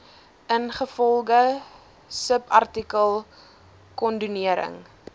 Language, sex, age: Afrikaans, female, 19